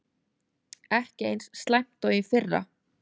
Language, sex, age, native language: Icelandic, female, 30-39, Icelandic